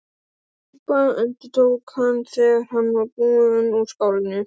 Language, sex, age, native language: Icelandic, male, 12, Icelandic